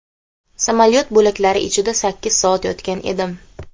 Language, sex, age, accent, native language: Uzbek, female, 18-24, Xorazm, Uzbek